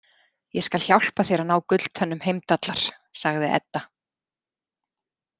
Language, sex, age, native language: Icelandic, female, 40-49, Icelandic